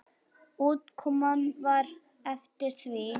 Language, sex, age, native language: Icelandic, female, 9, Icelandic